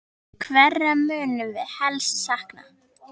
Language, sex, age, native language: Icelandic, female, 10, Icelandic